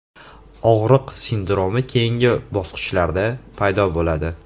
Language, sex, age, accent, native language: Uzbek, male, 18-24, Andijon, Uzbek